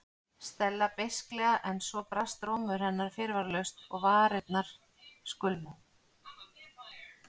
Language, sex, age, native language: Icelandic, female, 40-49, Icelandic